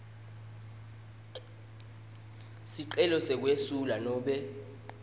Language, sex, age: Swati, male, 20